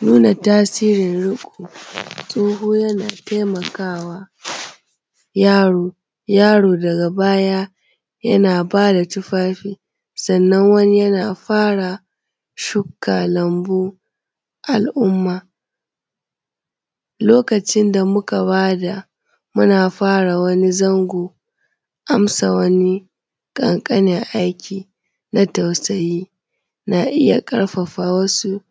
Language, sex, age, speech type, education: Hausa, female, 15-29, spontaneous, secondary